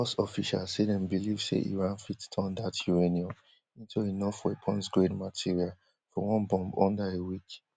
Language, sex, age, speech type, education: Nigerian Pidgin, male, 15-29, spontaneous, tertiary